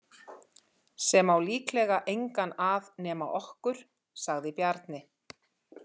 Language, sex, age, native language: Icelandic, female, 50-59, Icelandic